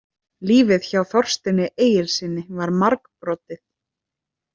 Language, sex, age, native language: Icelandic, female, 30-39, Icelandic